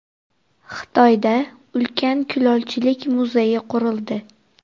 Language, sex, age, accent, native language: Uzbek, female, 18-24, Farg'ona, Uzbek